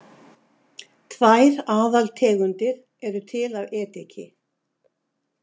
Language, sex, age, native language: Icelandic, female, 60-69, Icelandic